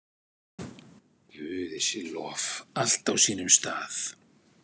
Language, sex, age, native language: Icelandic, male, 60-69, Icelandic